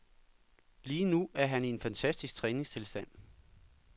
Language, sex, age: Danish, male, 39